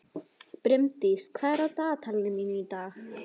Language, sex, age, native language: Icelandic, female, 11, Icelandic